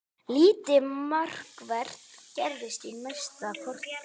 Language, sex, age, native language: Icelandic, male, 20-29, Icelandic